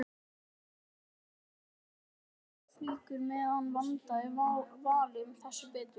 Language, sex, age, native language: Icelandic, male, 12, Icelandic